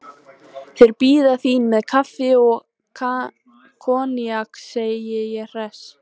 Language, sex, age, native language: Icelandic, female, 14, Icelandic